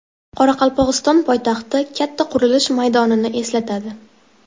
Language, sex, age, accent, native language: Uzbek, female, 12-17, Toshkent shahri, Uzbek